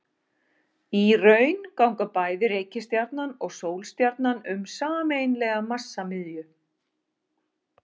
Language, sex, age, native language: Icelandic, female, 40-49, Icelandic